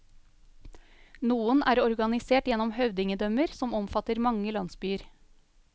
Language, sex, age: Norwegian, female, 35